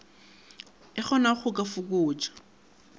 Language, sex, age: Northern Sotho, male, 22